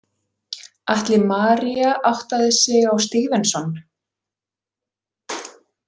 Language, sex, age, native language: Icelandic, female, 40-49, Icelandic